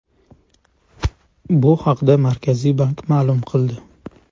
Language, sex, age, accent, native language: Uzbek, male, 25-34, Farg'ona, Uzbek